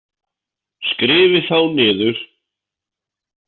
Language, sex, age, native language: Icelandic, male, 50-59, Icelandic